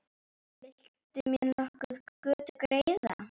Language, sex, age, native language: Icelandic, female, 10, Icelandic